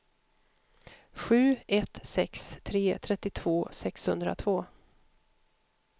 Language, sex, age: Swedish, female, 52